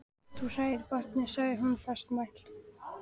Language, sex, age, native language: Icelandic, female, 14, Icelandic